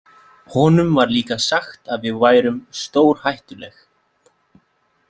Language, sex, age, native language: Icelandic, male, 20-29, Icelandic